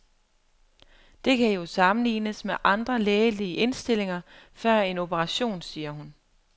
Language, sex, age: Danish, female, 23